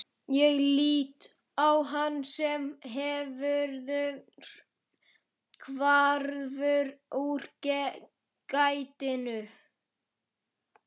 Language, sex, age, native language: Icelandic, male, 11, Icelandic